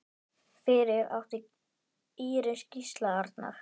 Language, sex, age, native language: Icelandic, female, 10, Icelandic